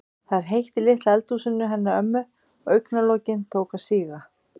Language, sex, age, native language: Icelandic, female, 50-59, Icelandic